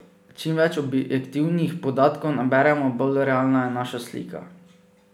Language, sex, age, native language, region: Slovenian, male, 18-29, Slovenian, Drava region